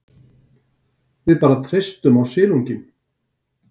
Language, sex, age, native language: Icelandic, male, 60-69, Icelandic